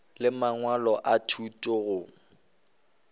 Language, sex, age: Northern Sotho, male, 19